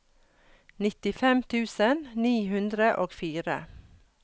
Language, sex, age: Norwegian, female, 42